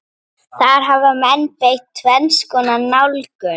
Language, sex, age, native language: Icelandic, female, 30-39, Icelandic